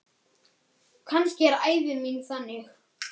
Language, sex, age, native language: Icelandic, male, 8, Icelandic